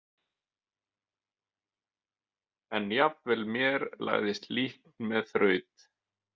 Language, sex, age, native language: Icelandic, male, 20-29, Icelandic